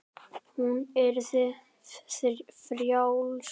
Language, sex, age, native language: Icelandic, male, 10, Icelandic